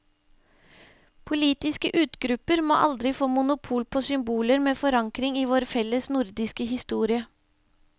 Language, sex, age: Norwegian, female, 25